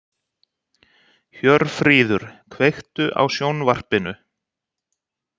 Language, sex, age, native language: Icelandic, male, 60-69, Icelandic